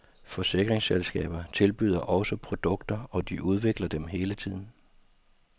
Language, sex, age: Danish, male, 52